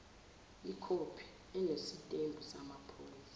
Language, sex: Zulu, female